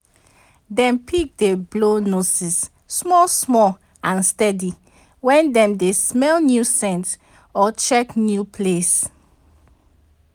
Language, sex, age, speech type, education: Nigerian Pidgin, female, 30-45, spontaneous, tertiary